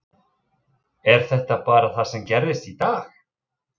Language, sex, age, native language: Icelandic, male, 30-39, Icelandic